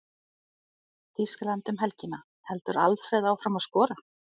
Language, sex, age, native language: Icelandic, other, 40-49, Icelandic